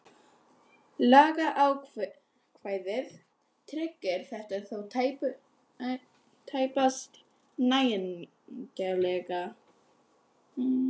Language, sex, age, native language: Icelandic, female, 11, Icelandic